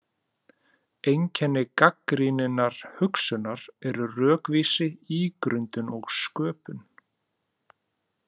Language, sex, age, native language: Icelandic, male, 30-39, Icelandic